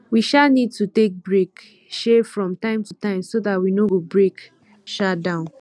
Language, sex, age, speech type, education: Nigerian Pidgin, female, 15-29, spontaneous, tertiary